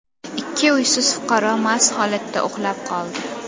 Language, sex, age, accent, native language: Uzbek, female, under 19, Toshkent shahri, Uzbek